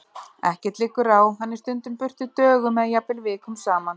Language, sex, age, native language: Icelandic, female, 30-39, Icelandic